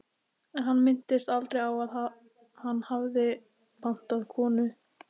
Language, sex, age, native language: Icelandic, female, 15, Icelandic